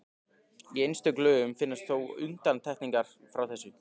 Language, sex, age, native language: Icelandic, male, 15, Icelandic